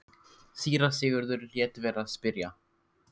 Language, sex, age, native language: Icelandic, male, 15, Icelandic